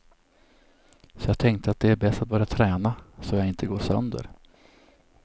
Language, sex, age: Swedish, male, 27